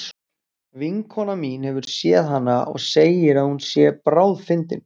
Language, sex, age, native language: Icelandic, male, 40-49, Icelandic